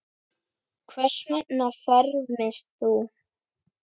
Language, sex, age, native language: Icelandic, female, 10, Icelandic